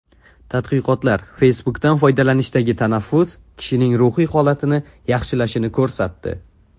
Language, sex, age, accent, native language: Uzbek, male, under 19, Jizzax, Uzbek